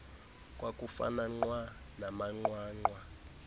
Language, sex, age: Xhosa, male, 18